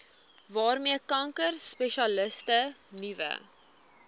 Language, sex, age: Afrikaans, female, 20